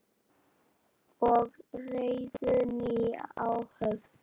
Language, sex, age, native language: Icelandic, female, 9, Icelandic